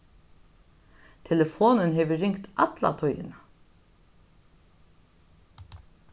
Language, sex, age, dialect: Faroese, female, 61+, Norðurstreymoy/Eysturoy